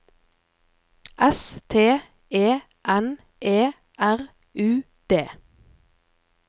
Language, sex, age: Norwegian, female, 24